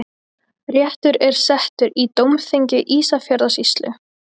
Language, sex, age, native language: Icelandic, female, 20-29, Icelandic